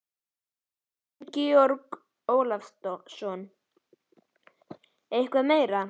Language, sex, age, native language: Icelandic, male, 11, Icelandic